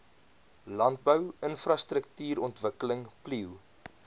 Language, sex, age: Afrikaans, male, 22